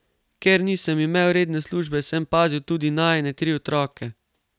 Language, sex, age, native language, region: Slovenian, male, 18-29, Slovenian, Carinthia region